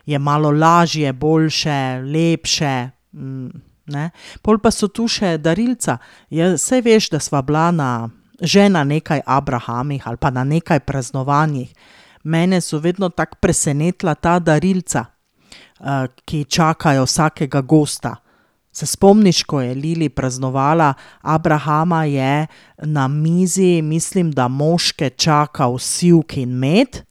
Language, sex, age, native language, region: Slovenian, female, 30-49, Slovenian, Drava region